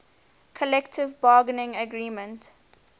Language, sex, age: English, female, 20